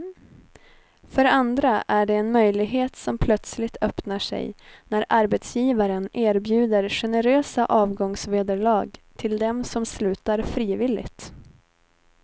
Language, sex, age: Swedish, female, 19